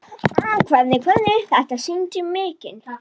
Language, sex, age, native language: Icelandic, male, 9, Icelandic